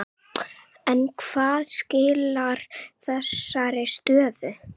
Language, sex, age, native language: Icelandic, female, 8, Icelandic